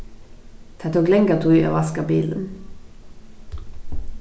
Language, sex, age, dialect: Faroese, female, 15-35, Vágar